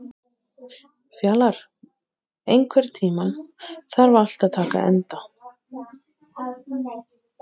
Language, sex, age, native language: Icelandic, female, 30-39, Icelandic